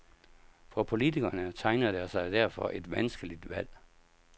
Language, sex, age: Danish, male, 57